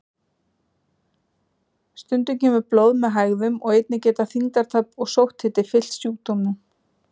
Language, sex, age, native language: Icelandic, female, 40-49, Icelandic